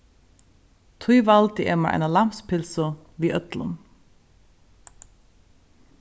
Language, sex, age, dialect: Faroese, female, 36-60, Suðurstreymoy